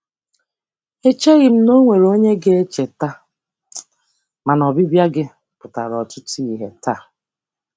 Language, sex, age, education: Igbo, female, 30-45, tertiary